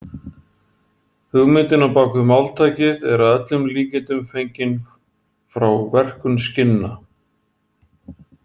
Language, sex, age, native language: Icelandic, male, 40-49, Icelandic